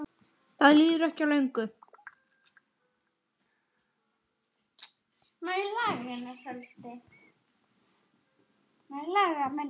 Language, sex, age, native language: Icelandic, male, 10, Icelandic